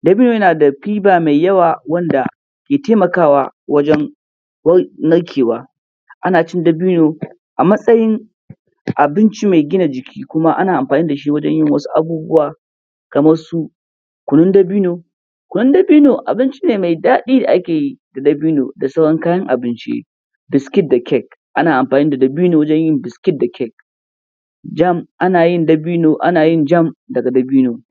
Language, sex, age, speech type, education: Hausa, male, 15-29, spontaneous, primary